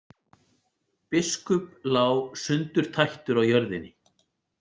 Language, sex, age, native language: Icelandic, male, 40-49, Icelandic